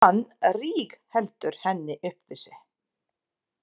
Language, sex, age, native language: Icelandic, female, 30-39, Serbo-Croatian